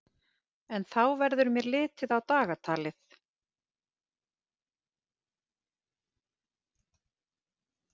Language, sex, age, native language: Icelandic, female, 50-59, Icelandic